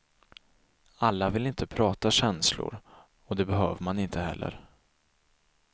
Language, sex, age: Swedish, male, 24